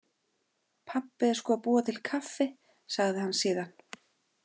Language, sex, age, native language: Icelandic, female, 40-49, Icelandic